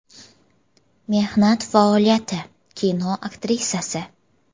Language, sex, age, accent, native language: Uzbek, female, 18-24, Jizzax, Uzbek